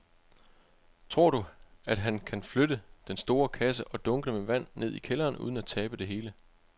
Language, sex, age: Danish, male, 25